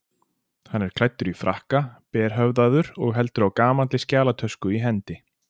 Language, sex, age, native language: Icelandic, male, 40-49, Icelandic